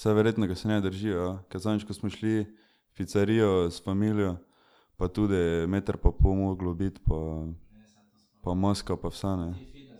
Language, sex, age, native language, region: Slovenian, male, 18-29, Slovenian, Drava region